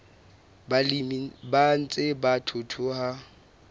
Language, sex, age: Southern Sotho, male, 22